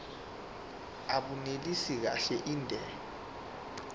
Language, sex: Zulu, male